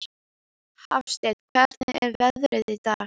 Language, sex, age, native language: Icelandic, female, 11, Icelandic